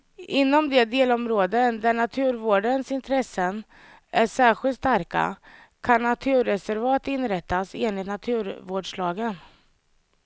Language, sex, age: Swedish, female, 30